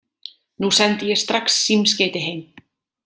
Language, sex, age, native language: Icelandic, female, 30-39, Icelandic